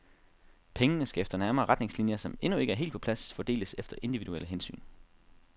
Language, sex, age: Danish, male, 32